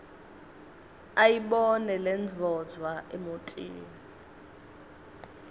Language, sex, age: Swati, female, 19